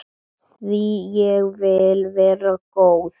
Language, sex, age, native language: Icelandic, male, 7, Icelandic